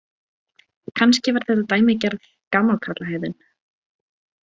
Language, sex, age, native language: Icelandic, female, 18-19, Icelandic